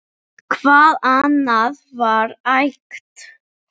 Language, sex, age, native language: Icelandic, female, 7, English